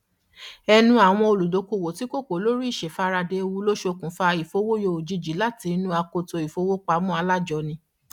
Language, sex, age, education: Yoruba, female, 30-45, tertiary